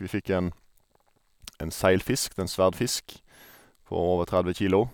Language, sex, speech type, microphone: Norwegian, male, spontaneous, Sennheiser